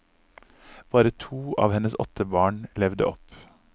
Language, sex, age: Norwegian, male, 39